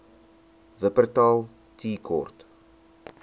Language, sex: Afrikaans, male